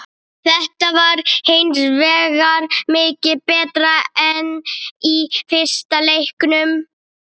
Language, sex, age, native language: Icelandic, female, 30-39, Icelandic